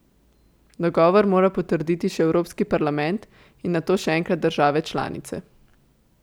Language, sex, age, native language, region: Slovenian, female, 18-29, Slovenian, Central Slovenia